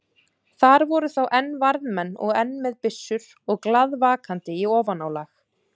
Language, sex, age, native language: Icelandic, female, 30-39, Icelandic